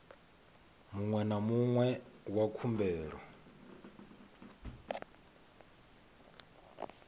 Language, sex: Venda, male